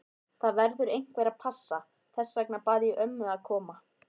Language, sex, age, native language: Icelandic, female, 30-39, Icelandic